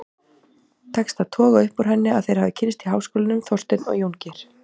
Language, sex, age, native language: Icelandic, female, 18-19, Icelandic